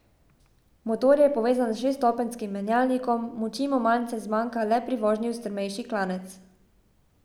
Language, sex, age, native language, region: Slovenian, female, 18-29, Slovenian, Savinja region